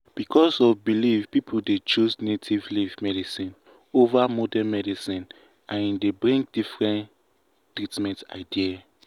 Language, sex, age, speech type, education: Nigerian Pidgin, male, 15-29, spontaneous, tertiary